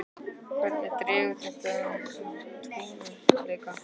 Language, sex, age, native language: Icelandic, male, 11, Icelandic